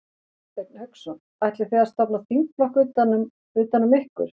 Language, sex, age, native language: Icelandic, female, 40-49, Icelandic